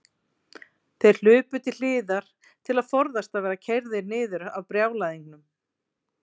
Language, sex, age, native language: Icelandic, female, 40-49, Icelandic